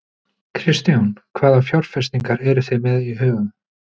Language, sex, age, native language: Icelandic, male, 30-39, Icelandic